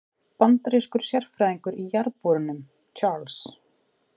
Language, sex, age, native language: Icelandic, female, 40-49, Icelandic